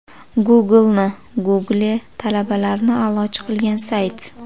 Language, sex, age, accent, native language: Uzbek, female, 18-24, Jizzax, Uzbek